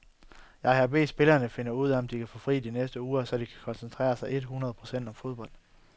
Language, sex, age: Danish, male, 22